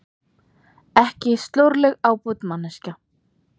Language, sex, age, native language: Icelandic, female, 30-39, Icelandic